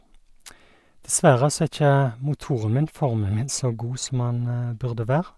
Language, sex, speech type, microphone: Norwegian, male, spontaneous, Sennheiser